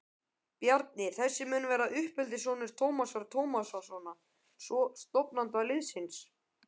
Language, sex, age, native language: Icelandic, male, 12, Icelandic